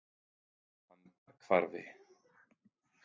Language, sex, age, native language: Icelandic, male, 30-39, Icelandic